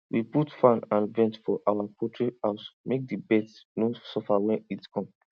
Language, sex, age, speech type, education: Nigerian Pidgin, male, 15-29, spontaneous, tertiary